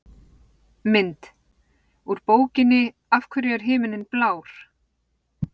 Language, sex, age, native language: Icelandic, female, 40-49, Icelandic